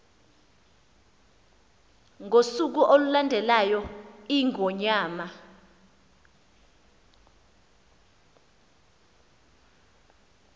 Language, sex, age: Xhosa, female, 24